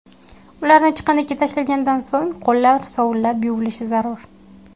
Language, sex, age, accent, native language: Uzbek, female, 19-29, Qashqadaryo, Uzbek